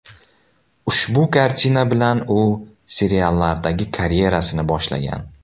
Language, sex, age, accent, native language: Uzbek, male, 18-24, Samarqand, Uzbek